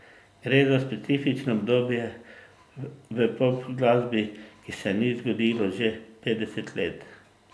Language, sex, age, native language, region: Slovenian, male, 50-59, Slovenian, Drava region